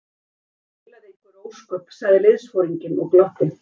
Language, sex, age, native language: Icelandic, female, 50-59, Icelandic